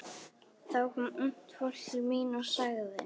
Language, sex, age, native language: Icelandic, female, 13, Icelandic